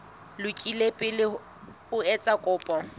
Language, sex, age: Southern Sotho, female, 19